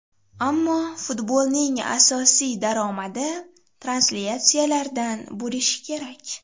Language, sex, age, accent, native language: Uzbek, female, 12-17, Farg'ona, Uzbek